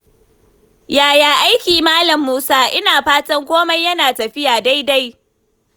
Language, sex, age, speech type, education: Hausa, female, 15-29, read, tertiary